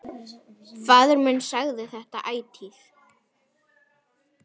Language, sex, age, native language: Icelandic, female, 9, Icelandic